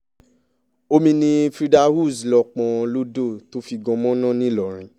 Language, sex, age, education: Yoruba, male, 15-29, tertiary